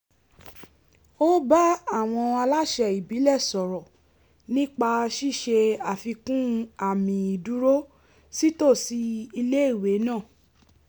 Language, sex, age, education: Yoruba, female, 15-29, tertiary